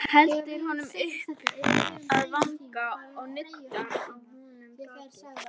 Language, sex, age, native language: Icelandic, female, 11, Icelandic